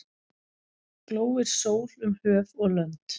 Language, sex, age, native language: Icelandic, female, 11, Icelandic